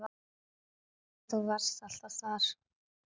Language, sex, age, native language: Icelandic, female, 9, Icelandic